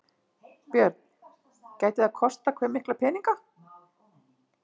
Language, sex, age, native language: Icelandic, female, 50-59, Icelandic